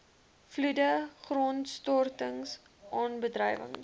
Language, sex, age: Afrikaans, female, 21